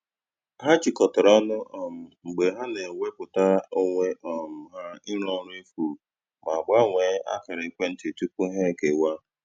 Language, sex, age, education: Igbo, male, 30-45, tertiary